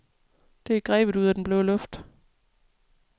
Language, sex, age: Danish, female, 37